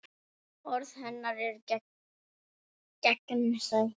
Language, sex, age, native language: Icelandic, male, 9, Icelandic